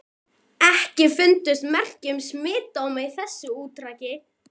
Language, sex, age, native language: Icelandic, female, 12, Icelandic